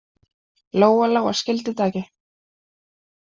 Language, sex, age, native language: Icelandic, female, 20-29, Icelandic